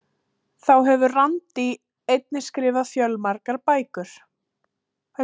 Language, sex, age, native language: Icelandic, female, 30-39, Icelandic